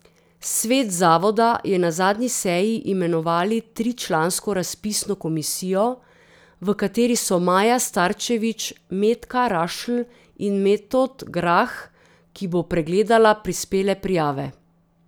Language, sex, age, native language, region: Slovenian, female, 30-49, Slovenian, Drava region